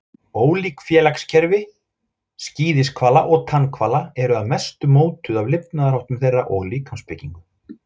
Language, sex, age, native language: Icelandic, male, 40-49, Icelandic